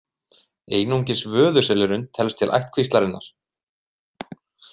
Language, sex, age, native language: Icelandic, male, 30-39, Icelandic